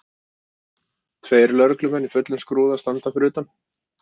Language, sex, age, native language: Icelandic, male, 50-59, Icelandic